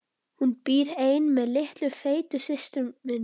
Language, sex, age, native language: Icelandic, male, 11, Icelandic